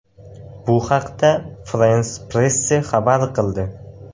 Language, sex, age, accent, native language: Uzbek, male, 18-24, Samarqand, Uzbek